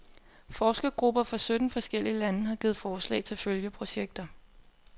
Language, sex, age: Danish, female, 24